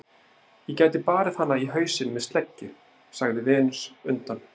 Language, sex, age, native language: Icelandic, male, 30-39, Icelandic